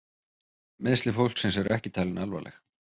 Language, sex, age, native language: Icelandic, male, 30-39, Icelandic